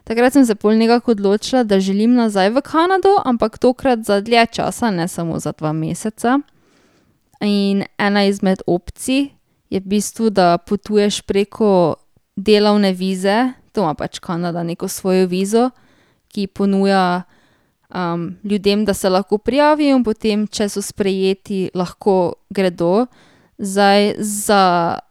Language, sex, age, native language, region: Slovenian, female, 18-29, Slovenian, Drava region